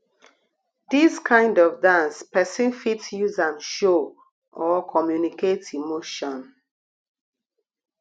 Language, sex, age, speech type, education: Nigerian Pidgin, female, 30-45, spontaneous, tertiary